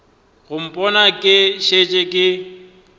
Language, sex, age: Northern Sotho, male, 23